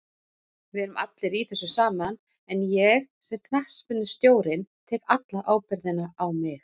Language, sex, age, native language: Icelandic, male, 40-49, Icelandic